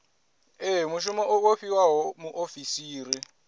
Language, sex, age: Venda, male, 20